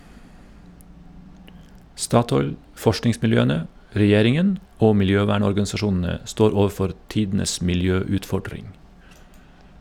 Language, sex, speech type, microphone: Norwegian, male, read, Shure